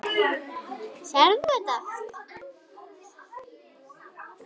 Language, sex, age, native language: Icelandic, female, 8, Icelandic